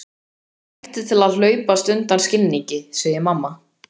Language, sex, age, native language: Icelandic, male, 13, Icelandic